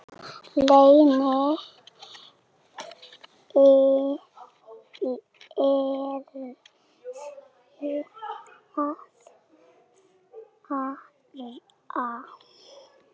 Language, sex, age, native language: Icelandic, male, 6, Icelandic